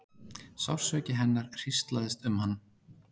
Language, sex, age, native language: Icelandic, male, 30-39, Icelandic